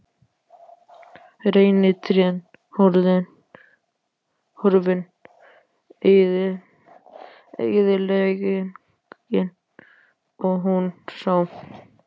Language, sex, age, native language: Icelandic, male, 12, Icelandic